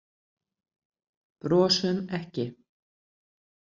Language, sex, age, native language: Icelandic, female, 60-69, Icelandic